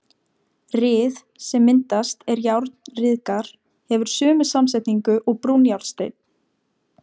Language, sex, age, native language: Icelandic, female, 17, Icelandic